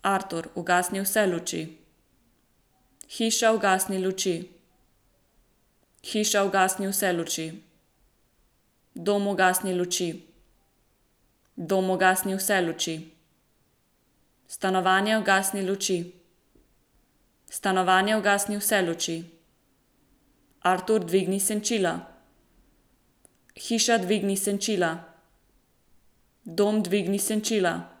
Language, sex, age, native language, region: Slovenian, female, 18-29, Slovenian, Central Slovenia